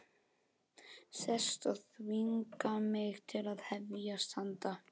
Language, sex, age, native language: Icelandic, male, 12, Icelandic